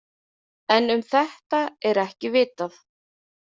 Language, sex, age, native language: Icelandic, female, 30-39, Icelandic